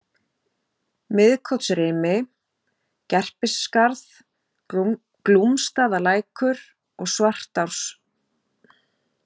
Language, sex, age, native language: Icelandic, female, 40-49, Icelandic